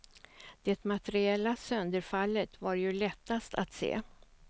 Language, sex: Swedish, female